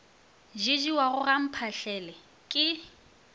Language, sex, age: Northern Sotho, female, 24